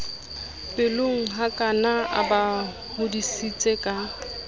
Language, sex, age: Southern Sotho, female, 30